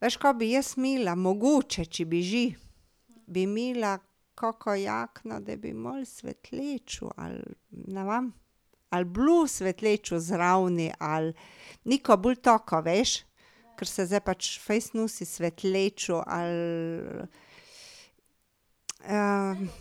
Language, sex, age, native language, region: Slovenian, female, 50-59, Slovenian, Drava region